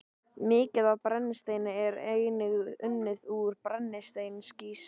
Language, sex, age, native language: Icelandic, male, 12, Icelandic